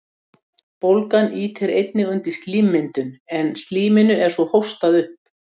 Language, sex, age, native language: Icelandic, female, 60-69, Icelandic